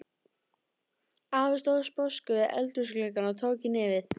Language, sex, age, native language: Icelandic, female, 13, Icelandic